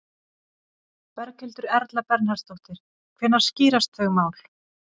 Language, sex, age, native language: Icelandic, female, 50-59, Icelandic